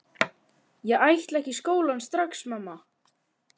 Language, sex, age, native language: Icelandic, male, 11, Icelandic